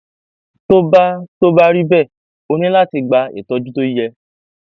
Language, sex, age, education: Yoruba, male, 15-29, tertiary